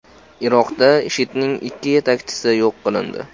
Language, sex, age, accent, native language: Uzbek, male, 18-24, Farg'ona, Uzbek